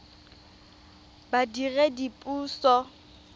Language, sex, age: Tswana, female, 20